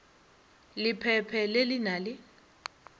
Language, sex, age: Northern Sotho, female, 30